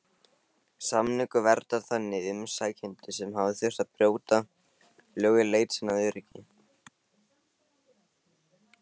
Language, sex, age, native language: Icelandic, male, 18-19, Icelandic